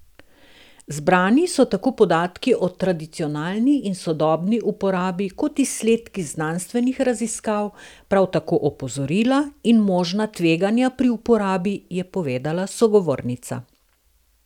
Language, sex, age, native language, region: Slovenian, female, 60+, Slovenian, Southeast Slovenia